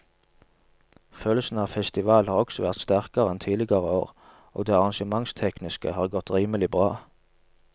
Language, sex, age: Norwegian, male, 27